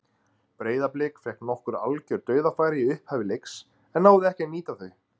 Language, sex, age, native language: Icelandic, male, 30-39, Icelandic